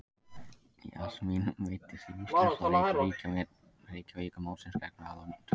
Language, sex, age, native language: Icelandic, male, 18-19, Icelandic